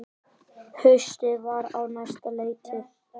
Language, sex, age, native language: Icelandic, male, 9, Icelandic